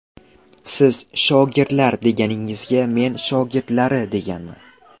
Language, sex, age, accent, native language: Uzbek, male, 12-17, Qashqadaryo, Uzbek